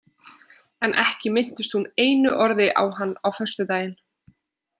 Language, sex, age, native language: Icelandic, female, 20-29, Icelandic